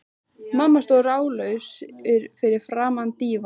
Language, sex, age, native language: Icelandic, female, 15, Icelandic